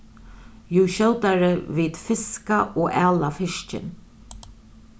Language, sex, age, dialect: Faroese, female, 36-60, Norðurstreymoy/Eysturoy